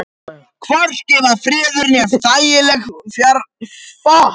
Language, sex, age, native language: Icelandic, male, 18-19, Japanese